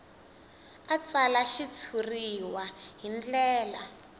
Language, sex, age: Tsonga, female, 19